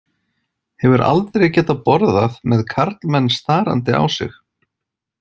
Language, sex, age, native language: Icelandic, male, 40-49, Icelandic